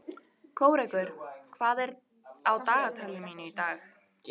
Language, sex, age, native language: Icelandic, female, 18-19, Icelandic